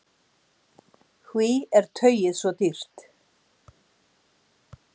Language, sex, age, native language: Icelandic, female, 60-69, Icelandic